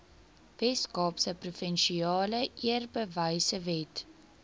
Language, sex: Afrikaans, female